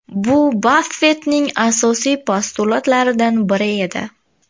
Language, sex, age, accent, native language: Uzbek, female, 19-29, Toshkent viloyati, Uzbek